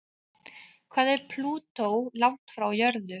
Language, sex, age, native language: Icelandic, female, 30-39, Icelandic